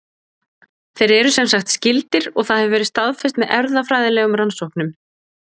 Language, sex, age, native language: Icelandic, female, 20-29, Icelandic